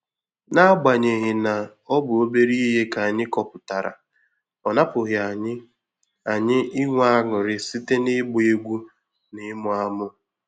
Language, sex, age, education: Igbo, male, 15-29, tertiary